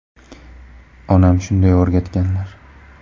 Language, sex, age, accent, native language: Uzbek, male, 18-24, Farg'ona, Uzbek